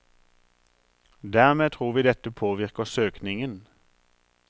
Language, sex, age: Norwegian, male, 43